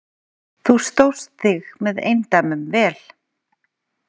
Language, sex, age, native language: Icelandic, female, 40-49, Icelandic